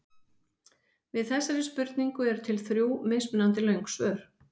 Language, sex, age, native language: Icelandic, female, 50-59, Icelandic